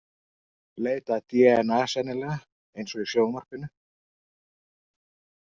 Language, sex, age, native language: Icelandic, male, 40-49, Icelandic